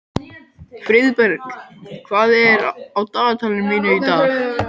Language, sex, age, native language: Icelandic, male, 12, Icelandic